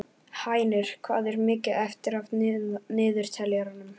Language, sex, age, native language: Icelandic, male, 11, Icelandic